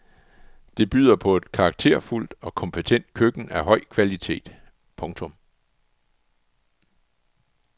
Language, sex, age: Danish, male, 44